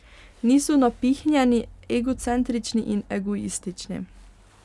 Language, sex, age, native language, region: Slovenian, female, 18-29, Slovenian, Pomurje region